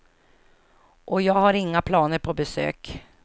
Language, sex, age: Swedish, female, 49